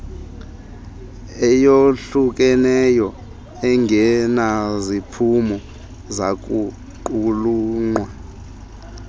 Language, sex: Xhosa, male